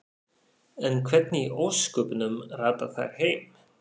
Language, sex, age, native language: Icelandic, male, 40-49, Faroese